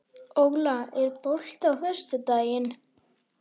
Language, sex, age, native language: Icelandic, female, 18-19, Icelandic